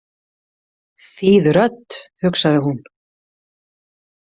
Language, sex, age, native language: Icelandic, female, 40-49, Icelandic